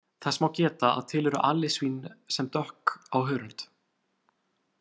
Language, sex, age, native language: Icelandic, male, 18-19, Icelandic